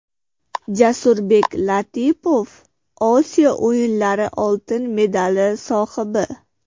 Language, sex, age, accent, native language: Uzbek, female, 18-24, Qashqadaryo, Uzbek